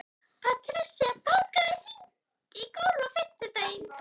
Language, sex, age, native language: Icelandic, female, 13, Icelandic